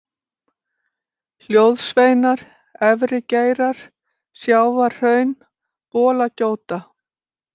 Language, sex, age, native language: Icelandic, female, 60-69, Icelandic